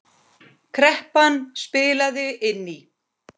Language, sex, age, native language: Icelandic, female, 10, Icelandic